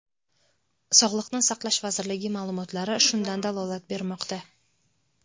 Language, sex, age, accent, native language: Uzbek, female, 19-29, Navoiy, Uzbek